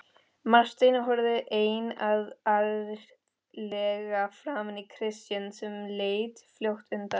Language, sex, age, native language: Icelandic, female, 13, Spanish